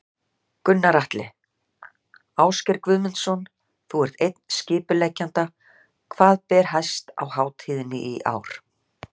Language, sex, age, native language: Icelandic, female, 60-69, Icelandic